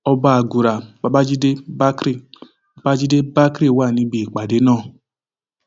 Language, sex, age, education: Yoruba, male, 15-29, tertiary